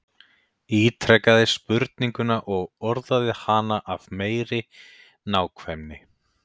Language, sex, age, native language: Icelandic, male, 30-39, Icelandic